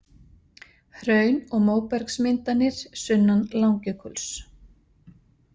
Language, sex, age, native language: Icelandic, female, 50-59, Icelandic